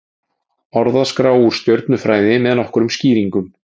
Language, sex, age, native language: Icelandic, male, 40-49, Icelandic